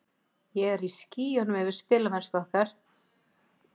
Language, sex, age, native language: Icelandic, female, 50-59, Icelandic